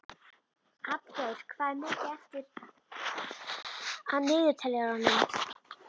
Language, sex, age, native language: Icelandic, female, 11, Icelandic